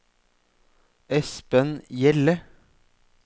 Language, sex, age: Norwegian, male, 44